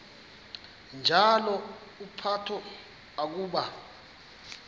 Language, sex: Xhosa, male